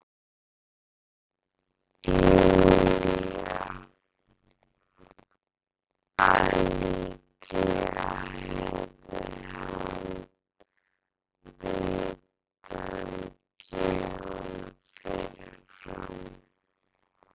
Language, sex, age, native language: Icelandic, female, 11, Icelandic